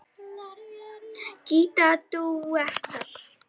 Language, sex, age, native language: Icelandic, female, 10, Icelandic